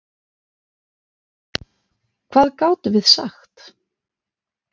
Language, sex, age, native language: Icelandic, female, 40-49, Icelandic